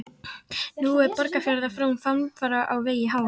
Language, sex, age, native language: Icelandic, female, 13, Icelandic